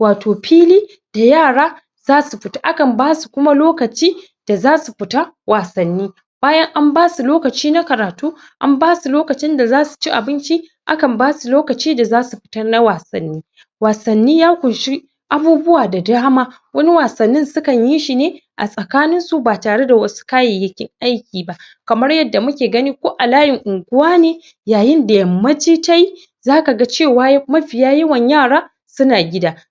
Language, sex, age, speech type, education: Hausa, male, 15-29, spontaneous, secondary